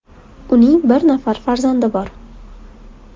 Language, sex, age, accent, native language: Uzbek, female, 18-24, Buxoro, Uzbek